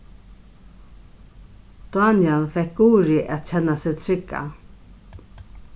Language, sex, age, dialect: Faroese, female, 36-60, Norðurstreymoy/Eysturoy